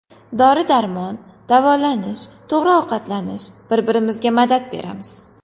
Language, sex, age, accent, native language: Uzbek, female, 19-29, Qashqadaryo, Uzbek